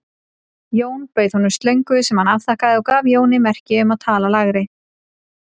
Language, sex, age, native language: Icelandic, female, 30-39, Icelandic